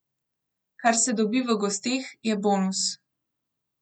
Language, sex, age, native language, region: Slovenian, female, 18-29, Slovenian, Gorenjska region